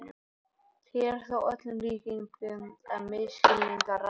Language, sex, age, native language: Icelandic, male, 18-19, Icelandic